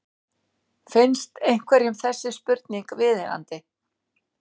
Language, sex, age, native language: Icelandic, female, 60-69, Icelandic